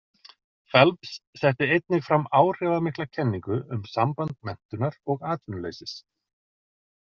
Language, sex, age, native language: Icelandic, male, 40-49, Icelandic